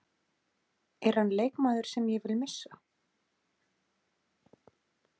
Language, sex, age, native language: Icelandic, female, 40-49, Icelandic